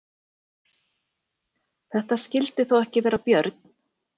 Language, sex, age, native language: Icelandic, female, 40-49, Icelandic